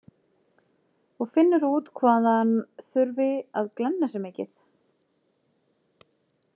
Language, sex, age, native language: Icelandic, female, 40-49, Icelandic